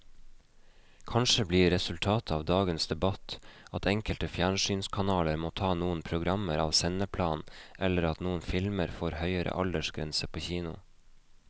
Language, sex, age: Norwegian, male, 29